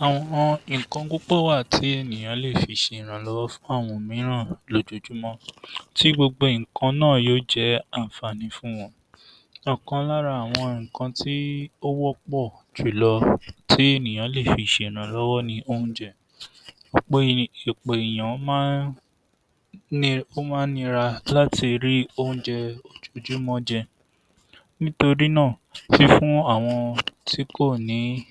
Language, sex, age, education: Yoruba, male, 46-60, tertiary